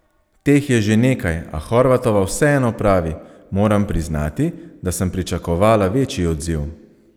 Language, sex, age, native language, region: Slovenian, male, 30-49, Slovenian, Savinja region